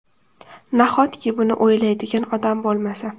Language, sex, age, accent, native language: Uzbek, female, under 19, Toshkent shahri, Uzbek